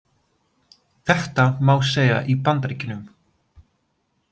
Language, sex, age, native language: Icelandic, male, 20-29, Polish